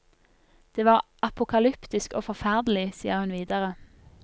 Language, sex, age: Norwegian, female, 24